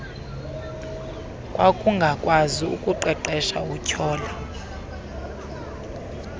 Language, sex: Xhosa, female